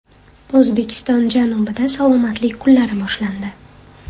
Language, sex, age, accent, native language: Uzbek, female, 25-34, Toshkent shahri, Uzbek